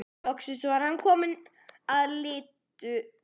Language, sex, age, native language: Icelandic, female, 11, Icelandic